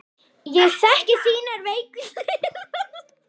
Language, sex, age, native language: Icelandic, female, 9, Icelandic